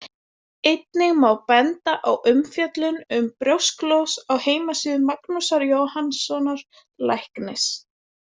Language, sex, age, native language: Icelandic, female, 20-29, Icelandic